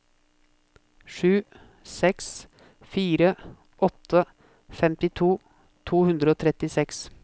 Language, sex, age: Norwegian, male, 24